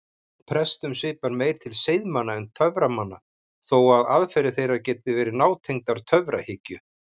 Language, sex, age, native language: Icelandic, male, 50-59, Icelandic